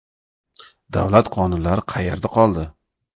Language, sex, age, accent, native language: Uzbek, male, 35+, Toshkent shahri, Uzbek